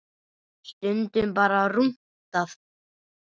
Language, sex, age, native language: Icelandic, male, 9, Icelandic